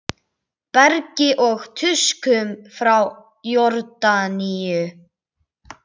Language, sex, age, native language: Icelandic, male, 17, Icelandic